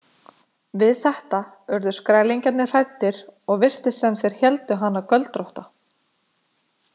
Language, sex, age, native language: Icelandic, female, 20-29, Icelandic